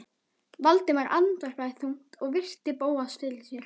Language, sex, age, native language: Icelandic, female, 12, Icelandic